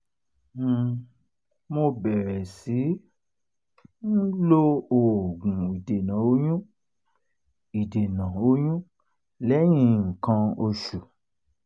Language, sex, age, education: Yoruba, male, 46-60, tertiary